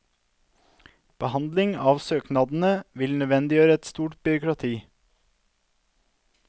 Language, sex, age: Norwegian, male, 32